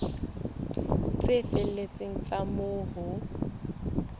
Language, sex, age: Southern Sotho, female, 20